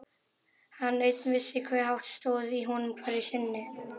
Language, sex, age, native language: Icelandic, male, 11, Icelandic